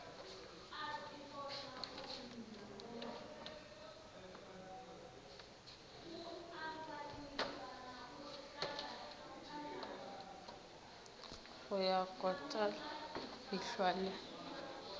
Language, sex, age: Northern Sotho, female, 18